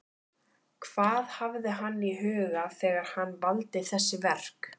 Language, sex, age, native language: Icelandic, female, 14, Icelandic